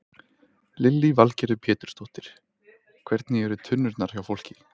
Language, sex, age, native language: Icelandic, male, 30-39, Icelandic